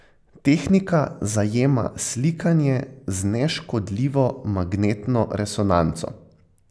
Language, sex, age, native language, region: Slovenian, male, 18-29, Slovenian, Central Slovenia